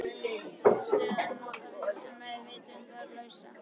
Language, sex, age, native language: Icelandic, female, 13, Icelandic